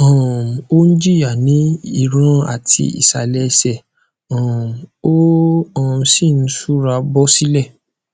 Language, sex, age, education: Yoruba, male, 15-29, tertiary